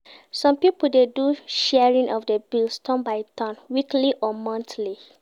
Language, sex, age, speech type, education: Nigerian Pidgin, female, 15-29, read, secondary